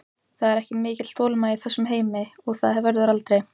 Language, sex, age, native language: Icelandic, female, 18-19, Icelandic